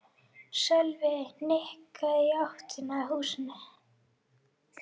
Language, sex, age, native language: Icelandic, female, 12, Icelandic